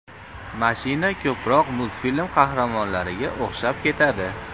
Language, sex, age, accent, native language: Uzbek, male, 25-34, Farg'ona, Uzbek